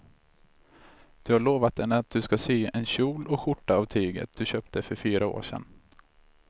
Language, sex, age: Swedish, male, 26